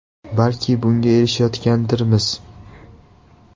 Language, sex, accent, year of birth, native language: Uzbek, male, Andijon, 2003, Uzbek